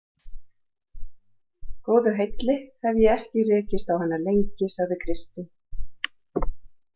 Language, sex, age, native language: Icelandic, female, 40-49, Icelandic